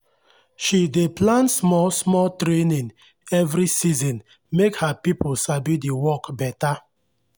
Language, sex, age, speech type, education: Nigerian Pidgin, male, 30-45, spontaneous, tertiary